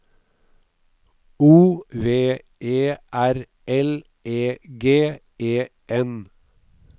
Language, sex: Norwegian, male